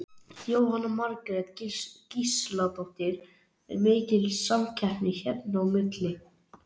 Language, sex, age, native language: Icelandic, male, 11, Icelandic